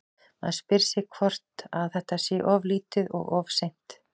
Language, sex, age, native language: Icelandic, female, 40-49, Icelandic